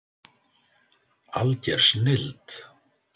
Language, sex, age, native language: Icelandic, male, 60-69, Icelandic